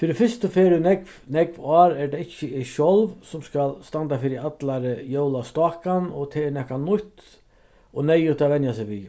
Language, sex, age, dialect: Faroese, male, 36-60, Vágar